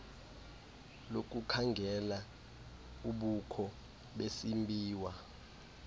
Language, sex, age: Xhosa, male, 18